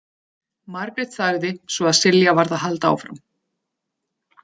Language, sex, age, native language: Icelandic, female, 30-39, Icelandic